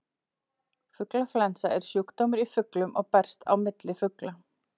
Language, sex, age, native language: Icelandic, female, 40-49, Icelandic